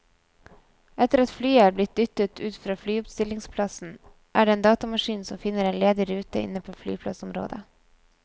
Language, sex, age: Norwegian, female, 24